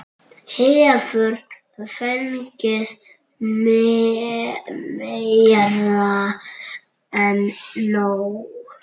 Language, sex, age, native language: Icelandic, male, 9, Icelandic